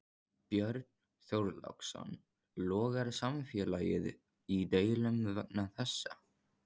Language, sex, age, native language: Icelandic, male, 14, Icelandic